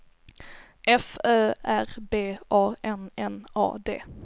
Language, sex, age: Swedish, female, 17